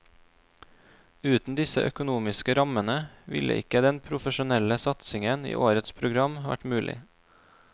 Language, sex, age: Norwegian, male, 26